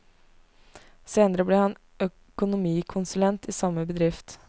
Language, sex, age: Norwegian, female, 19